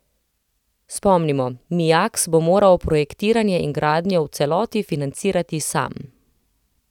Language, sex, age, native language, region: Slovenian, female, 30-49, Slovenian, Central Slovenia